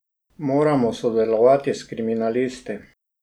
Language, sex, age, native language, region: Slovenian, male, 60+, Slovenian, Drava region